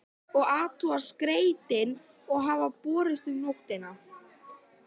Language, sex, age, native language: Icelandic, female, 11, Icelandic